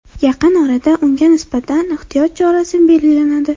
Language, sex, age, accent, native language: Uzbek, female, under 19, Andijon, Uzbek